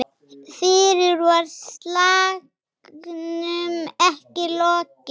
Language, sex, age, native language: Icelandic, female, 6, Icelandic